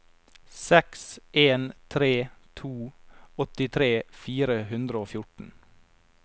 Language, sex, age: Norwegian, male, 22